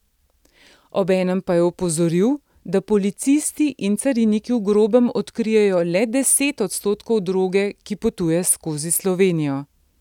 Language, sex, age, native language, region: Slovenian, female, 50-59, Slovenian, Central Slovenia